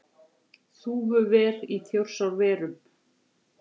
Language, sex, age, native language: Icelandic, female, 40-49, Icelandic